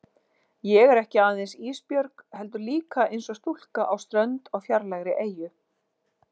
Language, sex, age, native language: Icelandic, female, 40-49, Icelandic